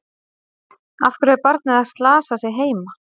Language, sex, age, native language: Icelandic, female, 30-39, Icelandic